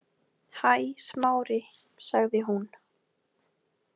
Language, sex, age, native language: Icelandic, female, 18-19, Icelandic